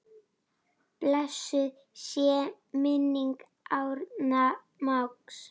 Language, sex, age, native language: Icelandic, female, 9, Icelandic